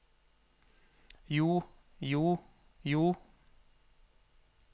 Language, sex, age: Norwegian, male, 40